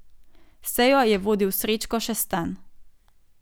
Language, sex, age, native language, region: Slovenian, female, 18-29, Slovenian, Gorenjska region